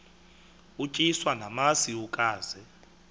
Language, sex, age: Xhosa, male, 22